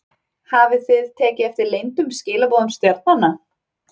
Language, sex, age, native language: Icelandic, female, 30-39, Icelandic